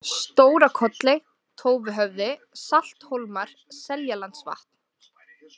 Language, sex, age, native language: Icelandic, female, 20-29, Icelandic